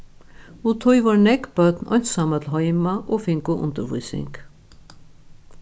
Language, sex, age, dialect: Faroese, female, 61+, Norðuroyggjar